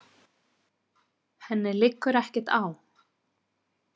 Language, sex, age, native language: Icelandic, female, 30-39, Icelandic